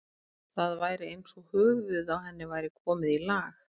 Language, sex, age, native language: Icelandic, female, 30-39, Icelandic